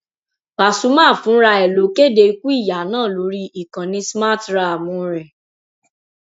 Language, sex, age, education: Yoruba, female, 15-29, tertiary